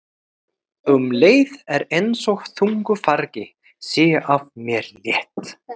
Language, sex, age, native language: Icelandic, male, 30-39, Swedish